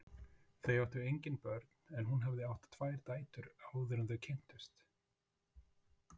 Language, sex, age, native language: Icelandic, male, 40-49, Icelandic